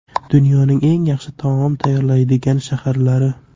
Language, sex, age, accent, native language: Uzbek, male, 18-24, Toshkent shahri, Uzbek